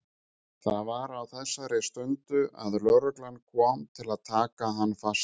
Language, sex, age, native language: Icelandic, male, 50-59, Icelandic